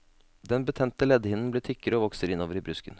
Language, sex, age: Norwegian, male, 32